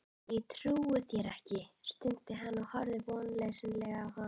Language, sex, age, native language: Icelandic, female, 11, Icelandic